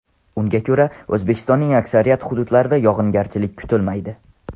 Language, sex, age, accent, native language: Uzbek, male, under 19, Andijon, Tajik